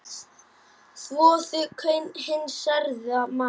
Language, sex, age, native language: Icelandic, female, 10, Icelandic